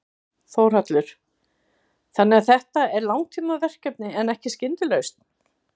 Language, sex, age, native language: Icelandic, female, 50-59, Icelandic